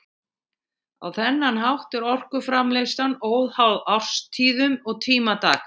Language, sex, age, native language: Icelandic, female, 60-69, Icelandic